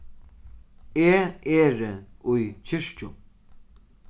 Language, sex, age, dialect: Faroese, male, 36-60, Sandoy